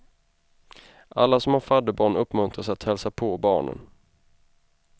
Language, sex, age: Swedish, male, 25